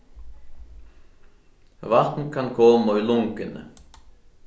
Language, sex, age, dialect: Faroese, male, 15-35, Norðurstreymoy/Eysturoy